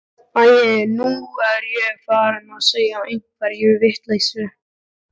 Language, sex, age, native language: Icelandic, male, 12, Icelandic